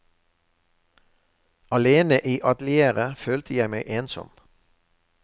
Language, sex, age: Norwegian, male, 63